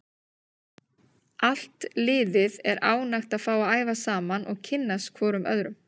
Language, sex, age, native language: Icelandic, female, 30-39, Icelandic